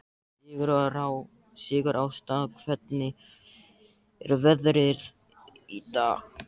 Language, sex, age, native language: Icelandic, male, 13, Icelandic